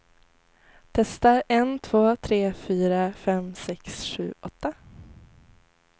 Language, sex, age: Swedish, female, 18